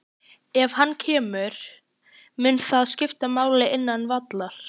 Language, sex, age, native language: Icelandic, female, 14, Icelandic